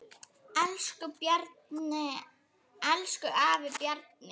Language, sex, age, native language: Icelandic, female, 9, Icelandic